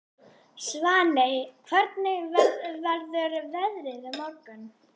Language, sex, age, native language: Icelandic, female, 11, Icelandic